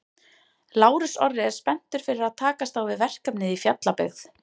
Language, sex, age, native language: Icelandic, female, 30-39, Icelandic